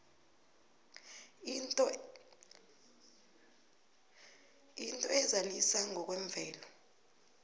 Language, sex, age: South Ndebele, female, 22